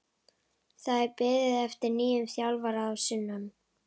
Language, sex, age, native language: Icelandic, female, 11, Icelandic